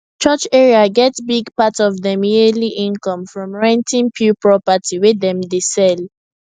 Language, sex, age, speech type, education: Nigerian Pidgin, female, 15-29, spontaneous, secondary